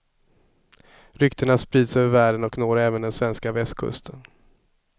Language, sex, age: Swedish, male, 27